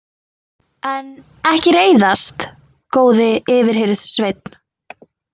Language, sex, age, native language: Icelandic, female, 20-29, Icelandic